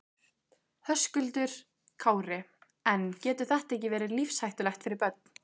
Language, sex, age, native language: Icelandic, female, 15, Icelandic